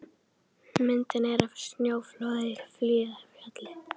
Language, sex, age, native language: Icelandic, female, 30-39, Icelandic